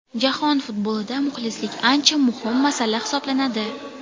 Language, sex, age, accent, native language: Uzbek, female, 18-24, Toshkent shahri, Uzbek